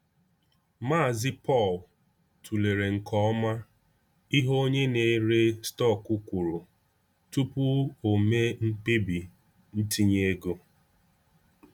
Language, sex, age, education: Igbo, male, 15-29, tertiary